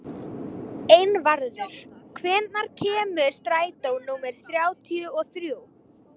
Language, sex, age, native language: Icelandic, female, 18-19, Icelandic